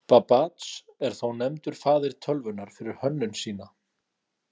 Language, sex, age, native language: Icelandic, male, 30-39, Icelandic